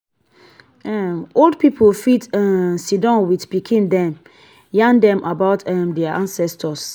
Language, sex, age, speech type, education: Nigerian Pidgin, female, 30-45, spontaneous, tertiary